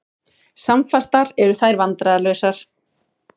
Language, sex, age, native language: Icelandic, female, 40-49, Icelandic